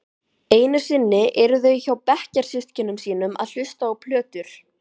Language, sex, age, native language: Icelandic, male, 12, Icelandic